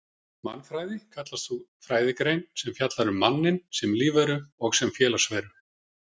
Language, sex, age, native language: Icelandic, male, 40-49, Icelandic